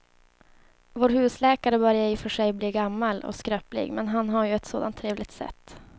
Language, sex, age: Swedish, female, 24